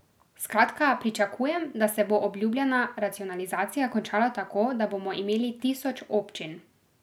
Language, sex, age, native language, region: Slovenian, female, 18-29, Slovenian, Drava region